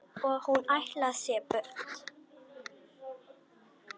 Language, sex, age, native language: Icelandic, female, 10, Icelandic